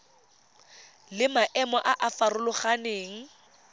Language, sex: Tswana, female